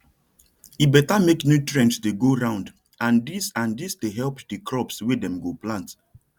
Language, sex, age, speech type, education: Nigerian Pidgin, male, 30-45, spontaneous, tertiary